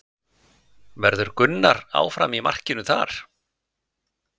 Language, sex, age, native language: Icelandic, male, 50-59, Icelandic